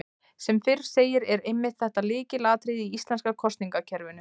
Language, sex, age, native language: Icelandic, female, 20-29, Icelandic